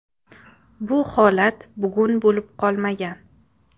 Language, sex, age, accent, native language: Uzbek, female, 18-24, Samarqand, Uzbek